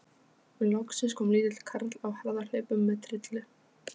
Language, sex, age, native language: Icelandic, female, 15, Polish